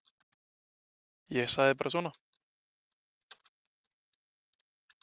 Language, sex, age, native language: Icelandic, male, 20-29, Icelandic